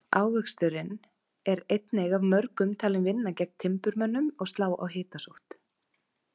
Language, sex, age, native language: Icelandic, female, 30-39, Icelandic